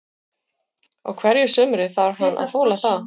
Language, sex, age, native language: Icelandic, female, 40-49, Icelandic